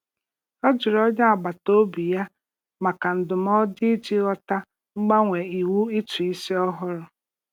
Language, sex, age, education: Igbo, female, 30-45, tertiary